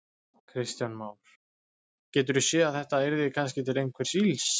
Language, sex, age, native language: Icelandic, male, 20-29, Icelandic